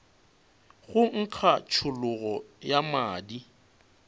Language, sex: Northern Sotho, male